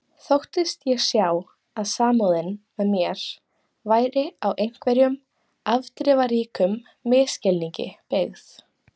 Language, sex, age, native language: Icelandic, female, 18-19, Icelandic